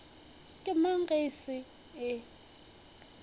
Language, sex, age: Northern Sotho, female, 21